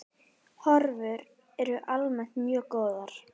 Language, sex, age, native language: Icelandic, female, 10, Icelandic